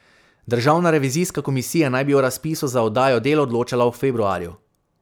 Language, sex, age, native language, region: Slovenian, male, 18-29, Slovenian, Savinja region